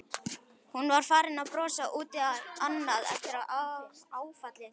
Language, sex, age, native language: Icelandic, male, 11, Icelandic